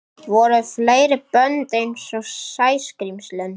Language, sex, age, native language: Icelandic, female, 18-19, Icelandic